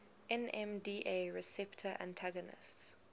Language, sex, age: English, female, 19